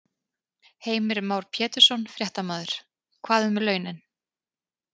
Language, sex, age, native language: Icelandic, female, 30-39, Icelandic